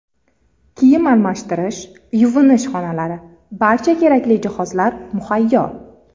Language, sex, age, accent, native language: Uzbek, female, 30-39, Farg'ona, Uzbek